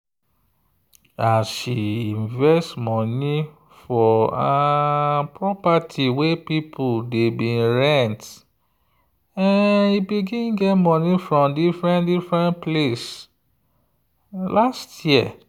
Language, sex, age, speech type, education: Nigerian Pidgin, male, 30-45, spontaneous, tertiary